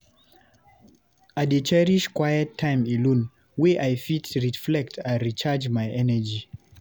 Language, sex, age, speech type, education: Nigerian Pidgin, male, 15-29, read, tertiary